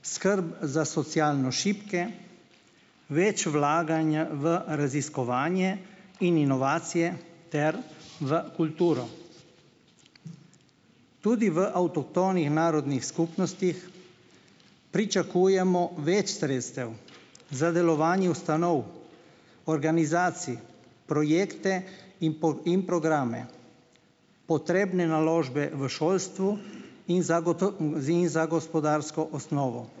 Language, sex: Slovenian, male